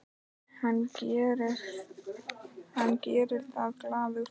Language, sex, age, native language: Icelandic, male, 10, Icelandic